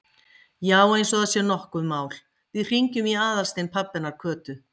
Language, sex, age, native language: Icelandic, female, 50-59, Icelandic